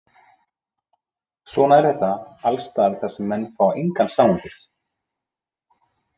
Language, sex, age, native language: Icelandic, male, 20-29, Icelandic